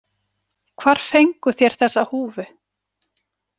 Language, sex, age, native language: Icelandic, female, 40-49, Icelandic